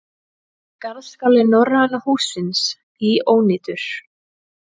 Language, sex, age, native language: Icelandic, female, 20-29, Icelandic